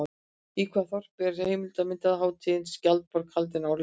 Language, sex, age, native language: Icelandic, female, 60-69, Icelandic